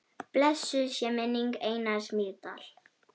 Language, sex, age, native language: Icelandic, female, 10, Icelandic